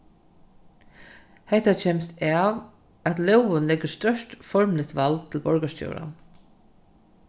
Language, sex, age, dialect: Faroese, female, 36-60, Norðurstreymoy/Eysturoy